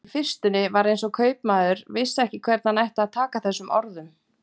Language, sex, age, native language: Icelandic, female, 40-49, Icelandic